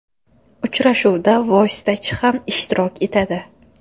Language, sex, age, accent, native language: Uzbek, female, 18-24, Samarqand, Uzbek